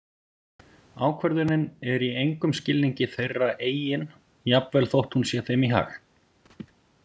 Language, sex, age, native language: Icelandic, male, 40-49, Icelandic